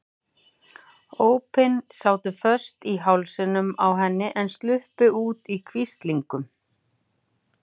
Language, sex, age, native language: Icelandic, female, 40-49, Icelandic